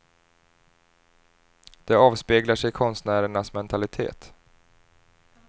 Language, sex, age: Swedish, male, 30